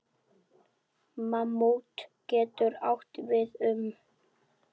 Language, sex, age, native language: Icelandic, female, 8, Icelandic